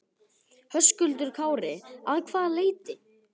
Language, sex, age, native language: Icelandic, male, 12, Icelandic